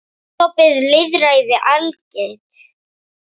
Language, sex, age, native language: Icelandic, female, 8, Icelandic